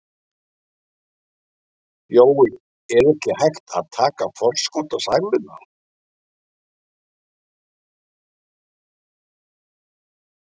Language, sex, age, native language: Icelandic, male, 60-69, Icelandic